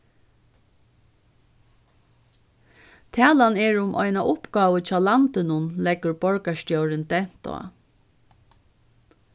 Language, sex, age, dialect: Faroese, female, 36-60, Norðurstreymoy/Eysturoy